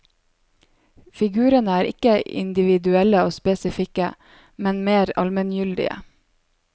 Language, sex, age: Norwegian, female, 27